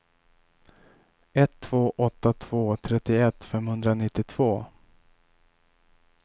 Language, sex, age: Swedish, male, 27